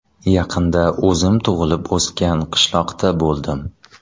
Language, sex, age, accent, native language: Uzbek, male, 30-39, Toshkent shahri, Uzbek